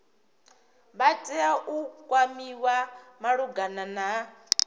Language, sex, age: Venda, female, 26